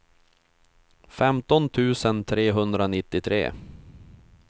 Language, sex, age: Swedish, male, 31